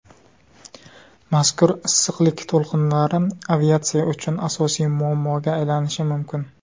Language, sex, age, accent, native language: Uzbek, male, 19-29, Surxondaryo, Uzbek